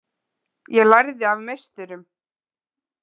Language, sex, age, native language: Icelandic, female, 20-29, Icelandic